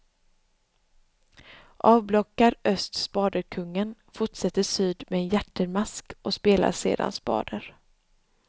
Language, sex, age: Swedish, female, 26